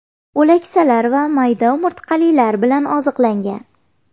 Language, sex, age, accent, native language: Uzbek, female, 18-24, Farg'ona, Uzbek